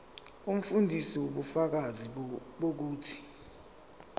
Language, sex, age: Zulu, male, 17